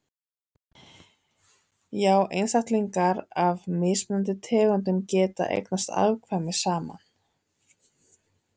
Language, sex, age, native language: Icelandic, female, 30-39, Icelandic